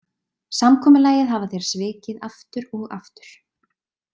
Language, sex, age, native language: Icelandic, female, 20-29, Icelandic